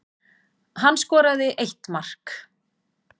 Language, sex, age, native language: Icelandic, female, 40-49, Icelandic